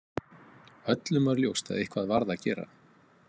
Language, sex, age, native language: Icelandic, male, 50-59, Icelandic